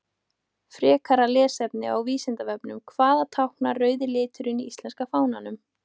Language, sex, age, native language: Icelandic, female, 18-19, Icelandic